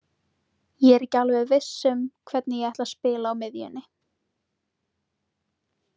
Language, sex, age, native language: Icelandic, female, 20-29, Icelandic